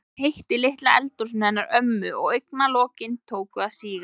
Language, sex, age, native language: Icelandic, female, 20-29, Icelandic